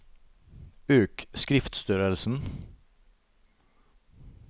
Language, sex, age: Norwegian, male, 38